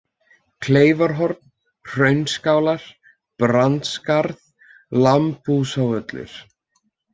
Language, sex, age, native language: Icelandic, male, 20-29, Icelandic